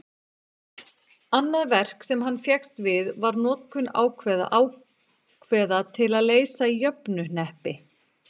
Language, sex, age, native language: Icelandic, female, 40-49, Icelandic